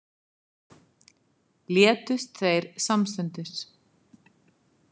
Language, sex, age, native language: Icelandic, female, 50-59, Icelandic